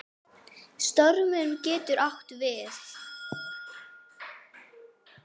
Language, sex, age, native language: Icelandic, female, 9, Icelandic